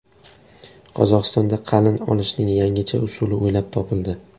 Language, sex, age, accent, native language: Uzbek, male, 18-24, Toshkent shahri, Uzbek